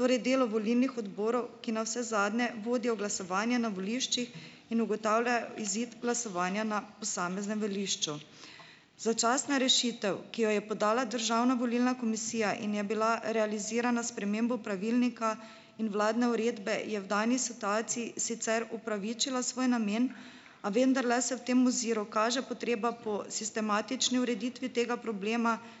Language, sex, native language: Slovenian, female, Slovenian